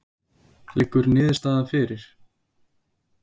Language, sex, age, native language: Icelandic, male, 20-29, Icelandic